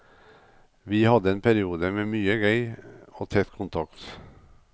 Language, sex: Norwegian, male